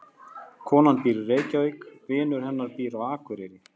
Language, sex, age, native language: Icelandic, male, 50-59, Icelandic